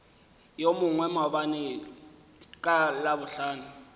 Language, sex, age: Northern Sotho, male, 18